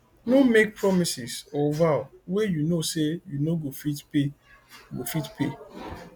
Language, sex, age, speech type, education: Nigerian Pidgin, male, 30-45, spontaneous, tertiary